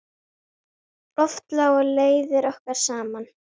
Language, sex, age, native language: Icelandic, female, 9, Icelandic